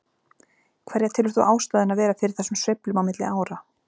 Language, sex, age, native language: Icelandic, female, 40-49, Icelandic